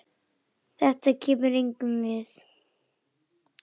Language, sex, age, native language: Icelandic, female, 10, Icelandic